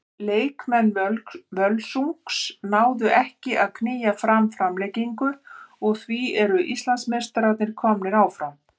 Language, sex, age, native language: Icelandic, female, 50-59, Icelandic